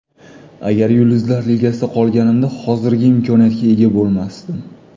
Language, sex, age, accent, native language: Uzbek, male, 25-34, Toshkent shahri, Uzbek